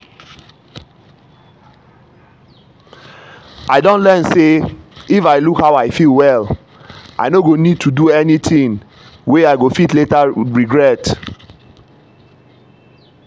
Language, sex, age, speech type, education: Nigerian Pidgin, male, 30-45, spontaneous, tertiary